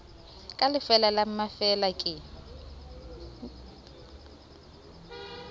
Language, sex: Southern Sotho, female